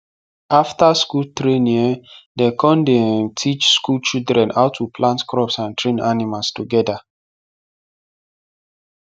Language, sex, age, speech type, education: Nigerian Pidgin, male, 15-29, spontaneous, tertiary